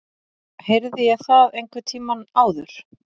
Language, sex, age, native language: Icelandic, female, 40-49, Icelandic